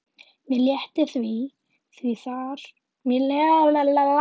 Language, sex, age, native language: Icelandic, female, 11, Icelandic